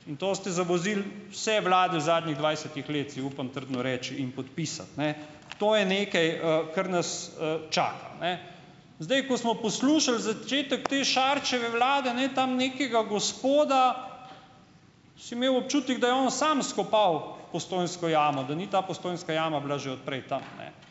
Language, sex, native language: Slovenian, male, Slovenian